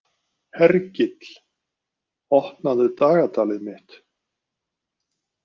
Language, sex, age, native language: Icelandic, male, 50-59, Icelandic